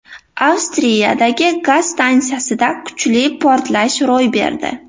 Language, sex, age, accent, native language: Uzbek, female, 18-24, Namangan, Uzbek